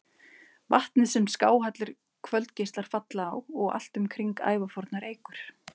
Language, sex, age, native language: Icelandic, female, 30-39, Icelandic